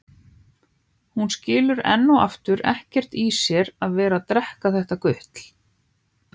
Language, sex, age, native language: Icelandic, female, 18-19, Icelandic